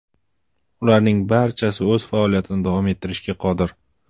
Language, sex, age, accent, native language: Uzbek, male, 25-34, Andijon, Uzbek